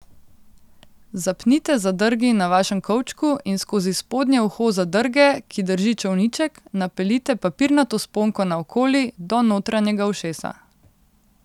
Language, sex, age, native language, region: Slovenian, female, 18-29, Slovenian, Central Slovenia